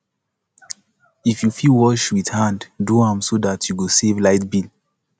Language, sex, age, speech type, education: Nigerian Pidgin, male, 15-29, spontaneous, tertiary